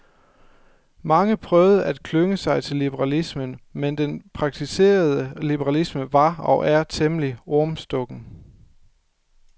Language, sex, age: Danish, male, 24